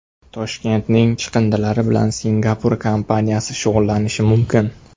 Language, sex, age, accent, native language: Uzbek, male, under 19, Toshkent shahri, Uzbek